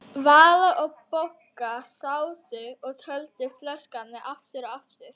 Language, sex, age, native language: Icelandic, female, 11, Icelandic